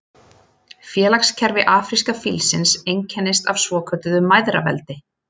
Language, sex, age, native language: Icelandic, female, 30-39, Icelandic